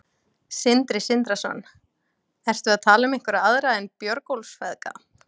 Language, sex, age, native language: Icelandic, female, 20-29, Icelandic